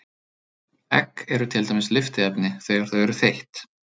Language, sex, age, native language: Icelandic, male, 30-39, Icelandic